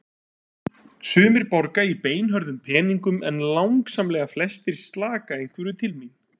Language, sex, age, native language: Icelandic, male, 30-39, Icelandic